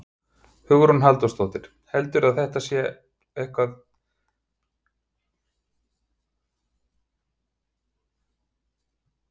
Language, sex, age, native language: Icelandic, male, 50-59, Icelandic